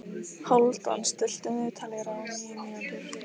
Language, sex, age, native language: Icelandic, female, 15, Lithuanian